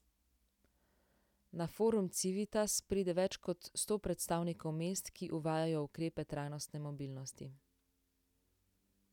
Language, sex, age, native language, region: Slovenian, female, 18-29, Slovenian, Central Slovenia